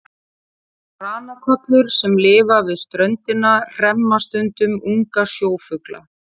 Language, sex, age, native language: Icelandic, female, 40-49, Icelandic